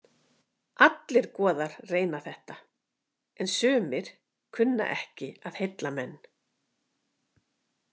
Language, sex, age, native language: Icelandic, female, 50-59, Icelandic